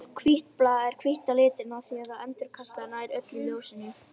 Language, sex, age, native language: Icelandic, female, 18-19, Icelandic